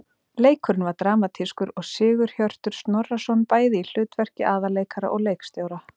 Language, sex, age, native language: Icelandic, female, 30-39, Icelandic